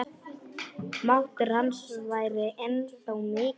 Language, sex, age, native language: Icelandic, male, 10, Polish